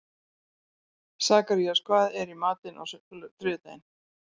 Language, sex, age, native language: Icelandic, female, 60-69, Icelandic